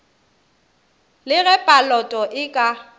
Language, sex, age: Northern Sotho, female, 27